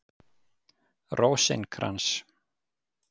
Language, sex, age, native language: Icelandic, male, 50-59, Icelandic